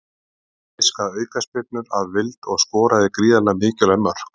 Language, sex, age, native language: Icelandic, male, 30-39, Icelandic